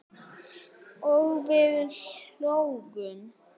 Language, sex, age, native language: Icelandic, female, 9, Icelandic